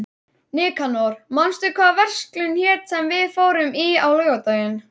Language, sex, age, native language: Icelandic, male, 11, Icelandic